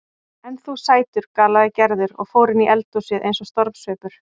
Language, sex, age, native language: Icelandic, female, 40-49, Icelandic